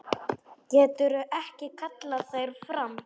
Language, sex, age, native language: Icelandic, male, 10, Polish